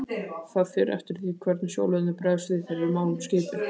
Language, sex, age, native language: Icelandic, male, 20-29, Icelandic